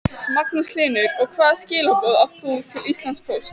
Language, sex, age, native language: Icelandic, female, 14, Icelandic